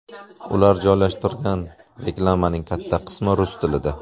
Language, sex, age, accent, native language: Uzbek, male, 25-34, Surxondaryo, Uzbek